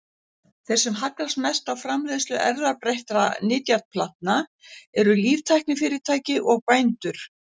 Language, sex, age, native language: Icelandic, female, 60-69, Icelandic